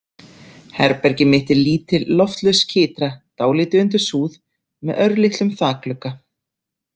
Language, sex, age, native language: Icelandic, female, 30-39, Icelandic